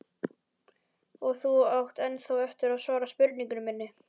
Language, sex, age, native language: Icelandic, male, 11, Icelandic